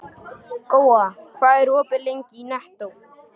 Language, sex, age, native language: Icelandic, male, 12, Icelandic